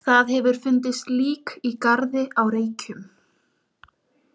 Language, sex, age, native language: Icelandic, female, 20-29, Icelandic